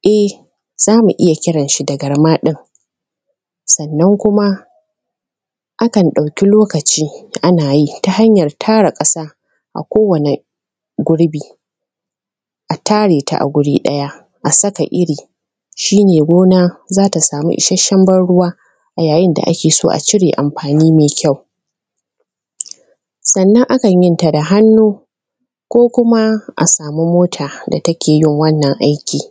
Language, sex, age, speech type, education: Hausa, female, 30-45, spontaneous, secondary